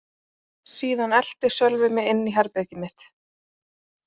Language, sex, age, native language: Icelandic, female, 30-39, Icelandic